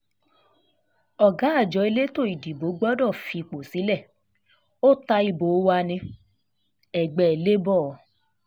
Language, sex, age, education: Yoruba, female, 15-29, tertiary